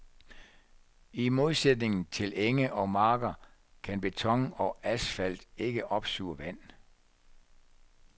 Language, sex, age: Danish, male, 64